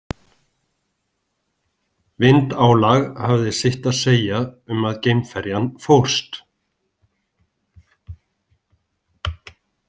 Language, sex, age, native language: Icelandic, male, 40-49, Icelandic